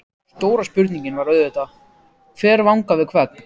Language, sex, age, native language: Icelandic, other, 14, Icelandic